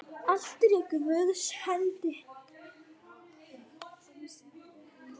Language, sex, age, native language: Icelandic, female, 9, Icelandic